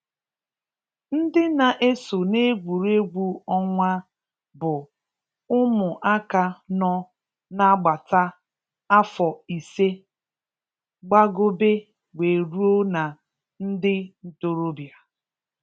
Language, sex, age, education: Igbo, female, 30-45, tertiary